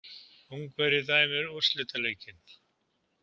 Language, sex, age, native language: Icelandic, male, 70-79, Icelandic